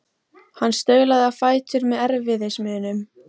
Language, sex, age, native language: Icelandic, female, 14, Icelandic